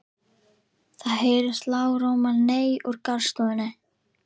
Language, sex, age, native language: Icelandic, female, 11, Icelandic